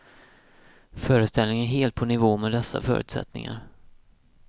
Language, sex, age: Swedish, male, 31